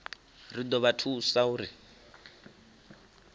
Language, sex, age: Venda, male, 19